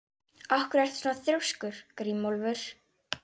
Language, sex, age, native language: Icelandic, female, 11, Icelandic